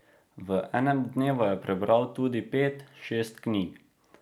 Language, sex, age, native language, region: Slovenian, male, 18-29, Slovenian, Drava region